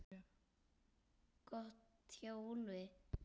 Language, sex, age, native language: Icelandic, male, 9, Icelandic